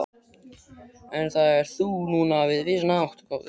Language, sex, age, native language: Icelandic, male, 12, Icelandic